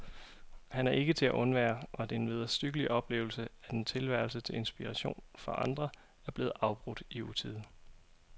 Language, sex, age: Danish, male, 27